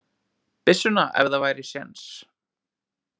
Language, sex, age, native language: Icelandic, male, 20-29, Icelandic